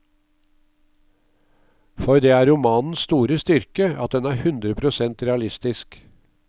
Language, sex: Norwegian, male